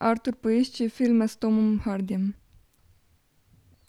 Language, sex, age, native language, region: Slovenian, female, 18-29, Slovenian, Drava region